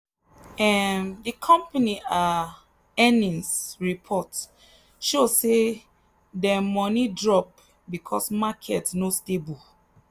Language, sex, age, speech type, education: Nigerian Pidgin, female, 30-45, spontaneous, tertiary